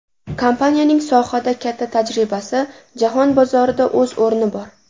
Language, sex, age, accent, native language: Uzbek, female, 18-24, Namangan, Uzbek